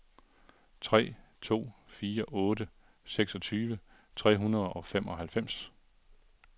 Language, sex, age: Danish, male, 42